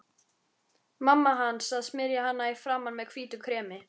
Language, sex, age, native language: Icelandic, female, 13, Icelandic